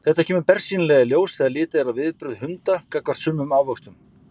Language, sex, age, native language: Icelandic, male, 50-59, Icelandic